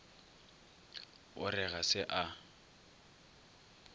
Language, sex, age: Northern Sotho, male, 22